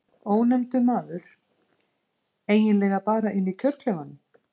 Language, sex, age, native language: Icelandic, female, 50-59, Icelandic